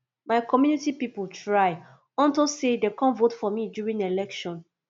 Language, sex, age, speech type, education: Nigerian Pidgin, female, 15-29, spontaneous, tertiary